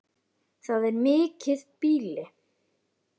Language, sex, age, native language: Icelandic, male, 10, Icelandic